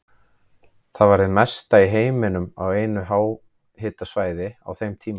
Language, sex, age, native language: Icelandic, male, 30-39, Icelandic